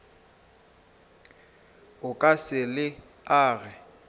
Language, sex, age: Northern Sotho, female, 26